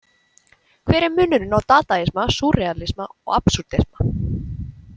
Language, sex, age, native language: Icelandic, female, 20-29, Icelandic